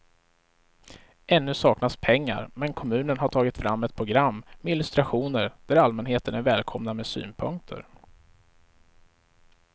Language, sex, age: Swedish, male, 35